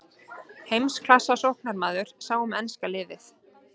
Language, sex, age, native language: Icelandic, female, 30-39, Icelandic